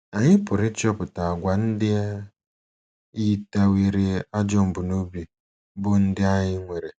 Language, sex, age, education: Igbo, male, 15-29, secondary